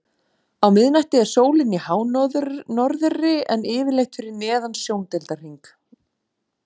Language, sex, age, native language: Icelandic, female, 40-49, Icelandic